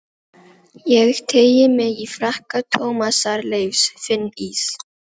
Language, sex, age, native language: Icelandic, female, 12, Filipino